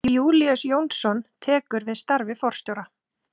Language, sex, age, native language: Icelandic, female, 30-39, Icelandic